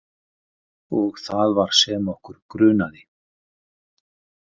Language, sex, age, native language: Icelandic, male, 50-59, Icelandic